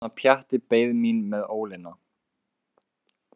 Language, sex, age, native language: Icelandic, male, 18-19, Icelandic